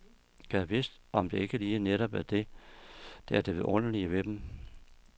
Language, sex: Danish, male